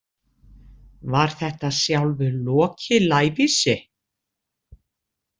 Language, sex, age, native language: Icelandic, female, 60-69, Icelandic